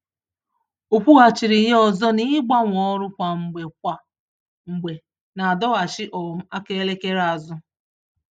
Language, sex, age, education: Igbo, female, 30-45, tertiary